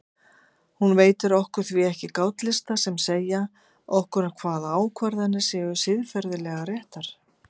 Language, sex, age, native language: Icelandic, female, 50-59, Icelandic